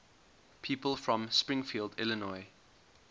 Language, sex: English, male